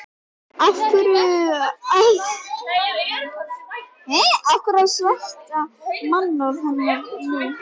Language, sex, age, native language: Icelandic, female, 11, Icelandic